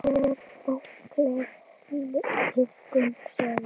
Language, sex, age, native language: Icelandic, female, 10, Icelandic